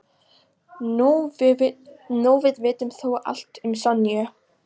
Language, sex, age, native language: Icelandic, female, 18-19, Polish